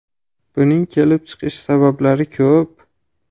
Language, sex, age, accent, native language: Uzbek, male, 25-34, Farg'ona, Uzbek